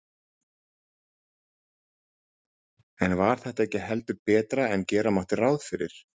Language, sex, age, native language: Icelandic, male, 40-49, Icelandic